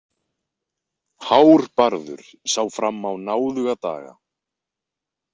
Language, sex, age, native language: Icelandic, male, 20-29, Icelandic